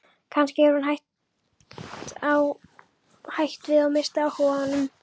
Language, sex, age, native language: Icelandic, female, 11, Icelandic